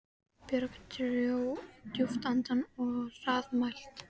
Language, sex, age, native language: Icelandic, female, 13, Icelandic